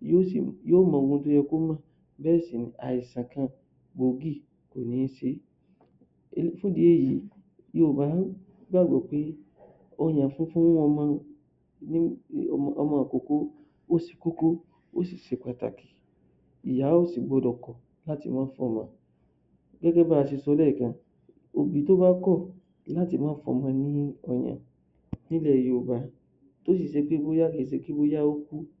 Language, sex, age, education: Yoruba, male, 30-45, tertiary